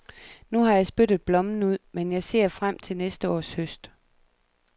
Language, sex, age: Danish, female, 37